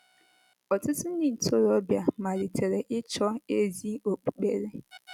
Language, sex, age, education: Igbo, female, 15-29, tertiary